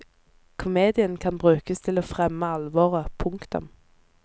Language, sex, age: Norwegian, female, 24